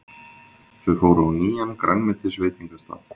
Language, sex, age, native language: Icelandic, male, 20-29, Icelandic